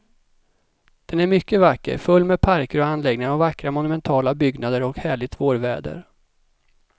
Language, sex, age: Swedish, male, 37